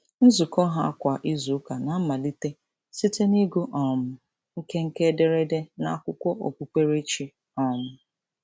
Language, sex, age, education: Igbo, female, 30-45, tertiary